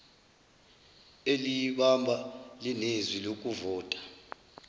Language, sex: Zulu, male